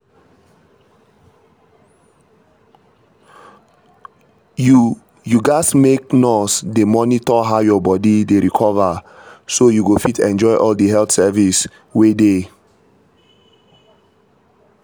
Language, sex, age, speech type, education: Nigerian Pidgin, male, 30-45, spontaneous, tertiary